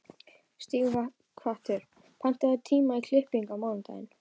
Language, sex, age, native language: Icelandic, female, 12, Icelandic